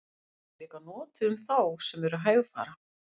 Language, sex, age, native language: Icelandic, female, 50-59, Icelandic